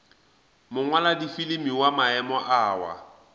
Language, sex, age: Northern Sotho, male, 20